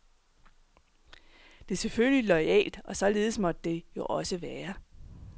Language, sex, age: Danish, female, 39